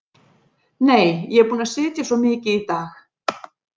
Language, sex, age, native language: Icelandic, female, 40-49, Icelandic